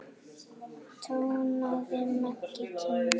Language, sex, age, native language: Icelandic, female, 8, Icelandic